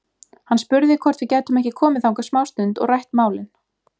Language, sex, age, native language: Icelandic, female, 20-29, Icelandic